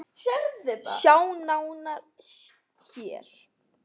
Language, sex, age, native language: Icelandic, male, 9, Icelandic